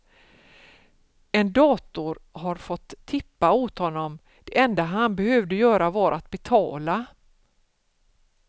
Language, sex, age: Swedish, female, 47